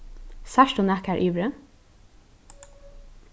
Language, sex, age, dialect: Faroese, female, 15-35, Norðurstreymoy/Eysturoy